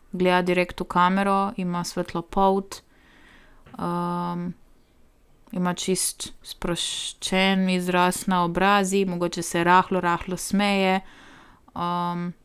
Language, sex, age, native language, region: Slovenian, female, 18-29, Slovenian, Primorsko-notranjska region